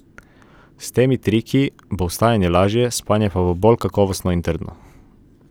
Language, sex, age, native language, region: Slovenian, male, 18-29, Slovenian, Coastal Karst region